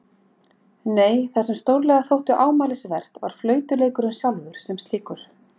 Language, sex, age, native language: Icelandic, female, 40-49, Icelandic